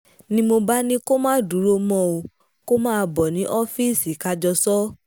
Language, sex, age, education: Yoruba, female, 15-29, tertiary